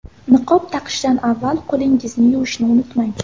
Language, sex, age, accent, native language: Uzbek, female, 18-24, Samarqand, Uzbek